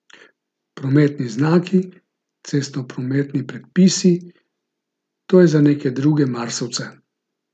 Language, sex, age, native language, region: Slovenian, male, 50-59, Slovenian, Gorica region